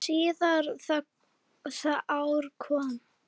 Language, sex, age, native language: Icelandic, female, 9, Icelandic